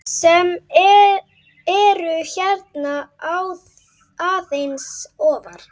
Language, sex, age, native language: Icelandic, male, 8, Icelandic